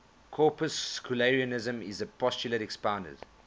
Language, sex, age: English, male, 24